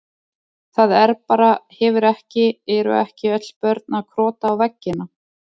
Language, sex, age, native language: Icelandic, female, 30-39, Icelandic